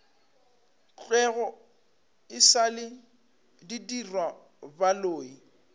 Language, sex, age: Northern Sotho, male, 25